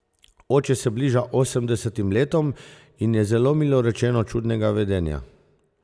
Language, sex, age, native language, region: Slovenian, male, 50-59, Slovenian, Zasavska region